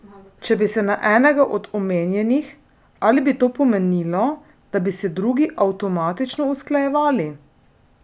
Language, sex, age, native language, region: Slovenian, female, 30-49, Slovenian, Drava region